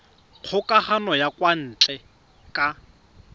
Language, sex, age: Tswana, male, 31